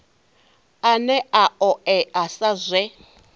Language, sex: Venda, female